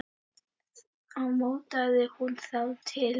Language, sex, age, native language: Icelandic, female, 10, Icelandic